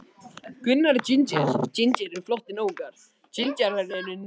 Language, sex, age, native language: Icelandic, other, 18-19, Icelandic